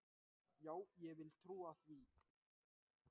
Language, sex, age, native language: Icelandic, male, 18-19, Icelandic